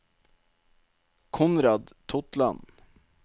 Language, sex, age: Norwegian, male, 27